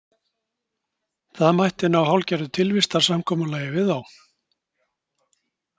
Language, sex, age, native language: Icelandic, male, 60-69, Icelandic